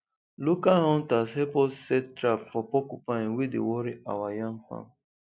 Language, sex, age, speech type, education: Nigerian Pidgin, male, 15-29, spontaneous, tertiary